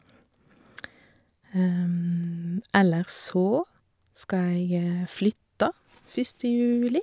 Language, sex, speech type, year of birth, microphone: Norwegian, female, spontaneous, 1984, Shure